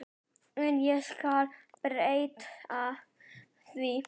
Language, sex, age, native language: Icelandic, female, 10, Icelandic